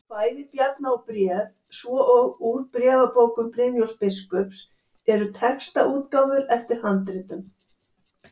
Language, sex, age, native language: Icelandic, female, 70-79, Icelandic